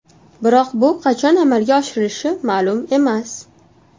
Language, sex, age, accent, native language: Uzbek, female, 19-29, Toshkent shahri, Uzbek